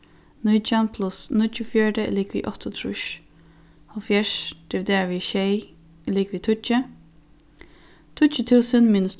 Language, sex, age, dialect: Faroese, female, 15-35, Suðurstreymoy